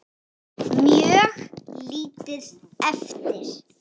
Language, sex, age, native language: Icelandic, female, 18-19, Icelandic